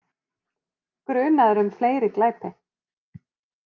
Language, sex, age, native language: Icelandic, female, 30-39, Icelandic